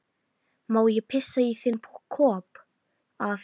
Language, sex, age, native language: Icelandic, female, 13, Icelandic